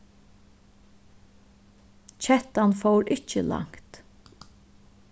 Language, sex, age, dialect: Faroese, female, 36-60, Suðuroy